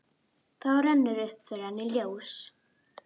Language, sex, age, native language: Icelandic, female, 12, Icelandic